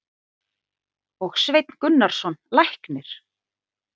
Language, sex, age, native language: Icelandic, female, 40-49, Icelandic